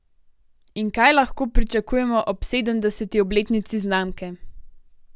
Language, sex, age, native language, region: Slovenian, female, 18-29, Slovenian, Gorenjska region